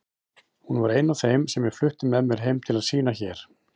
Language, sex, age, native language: Icelandic, male, 40-49, Icelandic